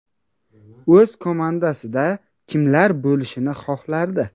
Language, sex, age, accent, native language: Uzbek, male, 18-24, Buxoro, Uzbek